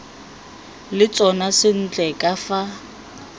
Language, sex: Tswana, female